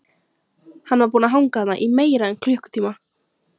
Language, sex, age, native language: Icelandic, female, 13, Icelandic